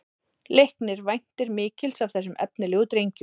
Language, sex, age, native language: Icelandic, female, 30-39, Icelandic